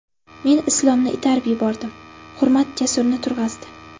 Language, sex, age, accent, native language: Uzbek, female, 12-17, Navoiy, Uzbek